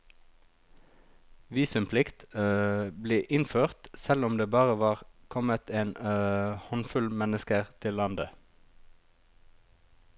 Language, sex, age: Norwegian, male, 36